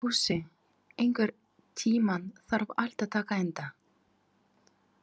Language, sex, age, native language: Icelandic, female, 30-39, Ukrainian